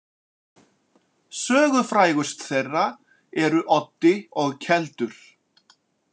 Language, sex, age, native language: Icelandic, male, 40-49, Icelandic